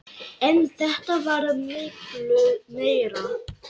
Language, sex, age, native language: Icelandic, male, 8, Lithuanian